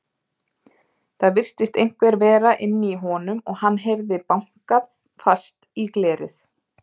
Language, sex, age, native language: Icelandic, female, 30-39, Icelandic